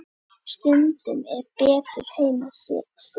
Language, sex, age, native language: Icelandic, female, 9, Icelandic